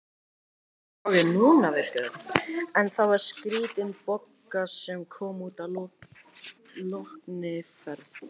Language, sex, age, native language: Icelandic, male, 18-19, Icelandic